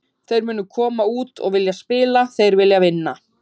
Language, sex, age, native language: Icelandic, female, 30-39, Icelandic